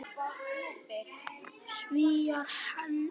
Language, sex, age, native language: Icelandic, other, 10, Icelandic